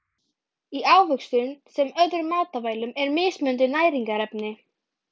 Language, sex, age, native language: Icelandic, female, 12, Icelandic